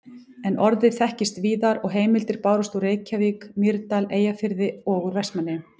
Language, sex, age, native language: Icelandic, female, 18-19, Icelandic